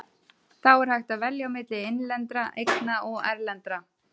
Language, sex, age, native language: Icelandic, female, 30-39, Icelandic